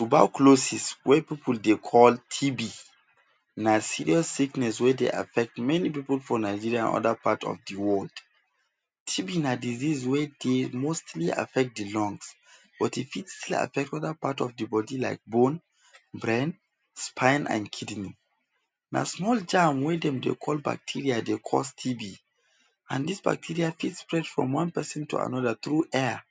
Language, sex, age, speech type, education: Nigerian Pidgin, male, 15-29, spontaneous, tertiary